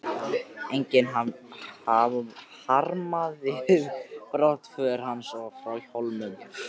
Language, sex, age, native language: Icelandic, male, 13, Icelandic